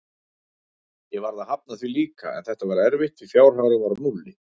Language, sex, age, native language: Icelandic, male, 40-49, Icelandic